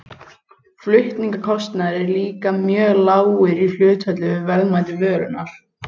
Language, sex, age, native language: Icelandic, male, 18-19, Icelandic